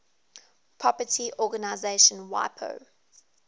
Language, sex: English, female